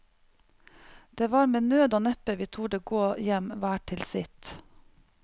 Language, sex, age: Norwegian, female, 45